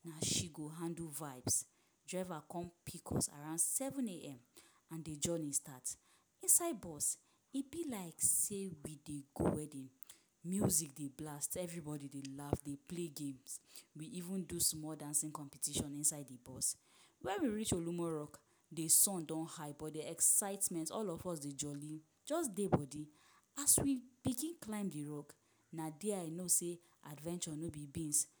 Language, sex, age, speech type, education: Nigerian Pidgin, female, 15-29, spontaneous, tertiary